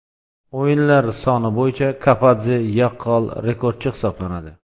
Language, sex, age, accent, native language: Uzbek, male, 35+, Xorazm, Uzbek